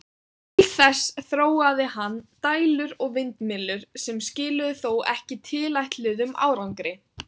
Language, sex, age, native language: Icelandic, female, 18-19, Icelandic